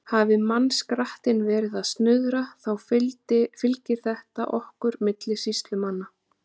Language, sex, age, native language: Icelandic, female, 30-39, Icelandic